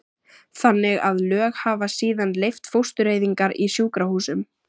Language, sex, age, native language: Icelandic, female, 14, Icelandic